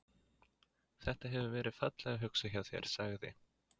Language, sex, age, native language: Icelandic, male, 20-29, Icelandic